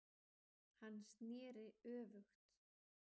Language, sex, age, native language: Icelandic, female, 30-39, Icelandic